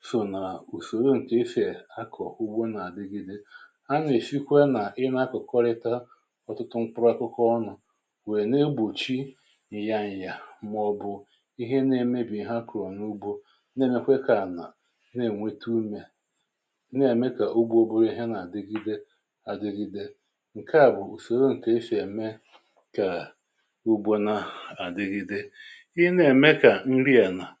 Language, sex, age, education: Igbo, male, 30-45, tertiary